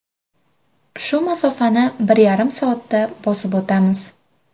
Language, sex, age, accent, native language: Uzbek, female, 25-34, Farg'ona, Uzbek